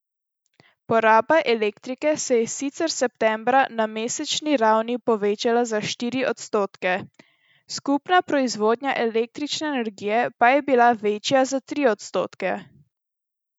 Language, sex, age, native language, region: Slovenian, female, 12-17, Slovenian, Central Slovenia